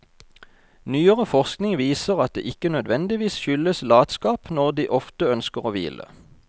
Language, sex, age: Norwegian, male, 32